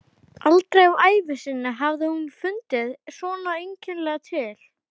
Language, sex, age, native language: Icelandic, male, 12, Icelandic